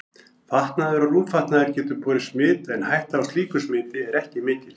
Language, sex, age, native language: Icelandic, male, 40-49, Icelandic